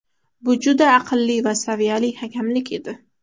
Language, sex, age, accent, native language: Uzbek, female, under 19, Toshkent shahri, Uzbek